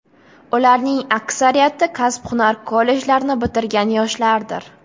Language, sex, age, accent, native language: Uzbek, female, 18-24, Jizzax, Uzbek